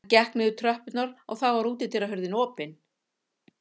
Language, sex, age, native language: Icelandic, female, 50-59, Icelandic